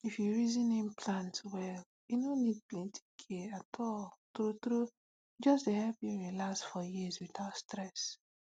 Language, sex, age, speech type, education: Nigerian Pidgin, female, 15-29, spontaneous, secondary